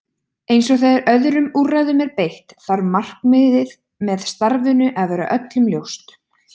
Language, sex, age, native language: Icelandic, female, 20-29, Icelandic